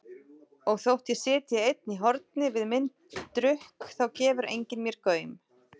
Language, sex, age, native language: Icelandic, female, 40-49, Icelandic